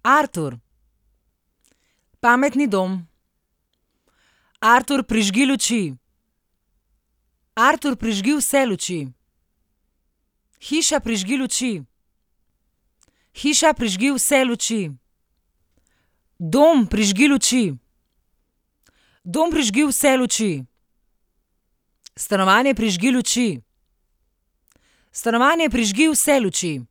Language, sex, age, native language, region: Slovenian, female, 30-49, Slovenian, Central Slovenia